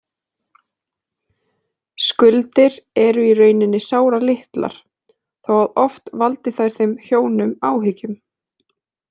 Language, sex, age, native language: Icelandic, female, 20-29, Icelandic